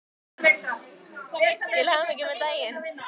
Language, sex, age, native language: Icelandic, female, 18-19, Icelandic